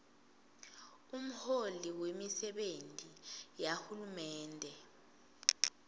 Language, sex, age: Swati, female, 19